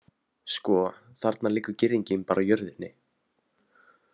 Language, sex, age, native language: Icelandic, male, 18-19, Icelandic